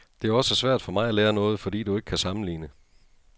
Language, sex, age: Danish, male, 42